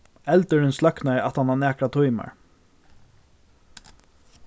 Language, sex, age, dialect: Faroese, male, 15-35, Norðurstreymoy/Eysturoy